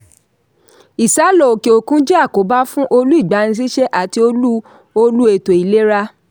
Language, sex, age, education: Yoruba, female, 30-45, tertiary